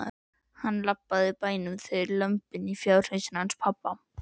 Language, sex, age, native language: Icelandic, female, 11, Icelandic